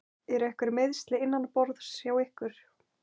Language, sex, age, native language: Icelandic, female, 20-29, Icelandic